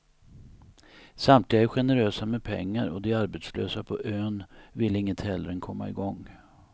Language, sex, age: Swedish, male, 59